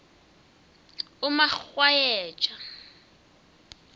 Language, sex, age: South Ndebele, female, 19